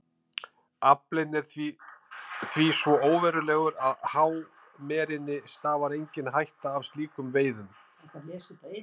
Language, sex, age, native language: Icelandic, male, 50-59, Icelandic